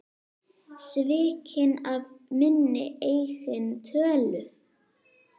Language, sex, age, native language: Icelandic, female, 9, Icelandic